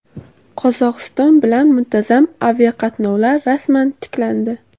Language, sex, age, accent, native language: Uzbek, female, 18-24, Samarqand, Uzbek